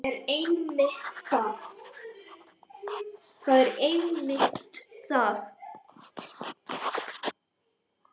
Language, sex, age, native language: Icelandic, male, 10, Icelandic